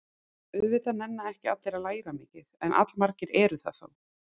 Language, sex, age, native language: Icelandic, female, 40-49, Icelandic